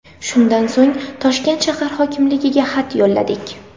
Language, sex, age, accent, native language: Uzbek, female, 18-24, Samarqand, Uzbek